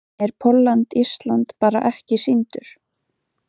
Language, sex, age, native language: Icelandic, female, 20-29, Icelandic